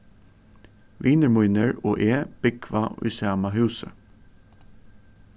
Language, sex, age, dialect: Faroese, male, 15-35, Suðurstreymoy